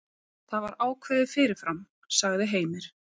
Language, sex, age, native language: Icelandic, female, 30-39, Icelandic